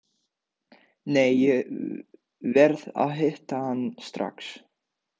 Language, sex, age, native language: Icelandic, male, 18-19, Dutch